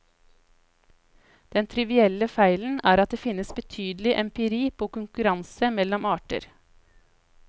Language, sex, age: Norwegian, female, 33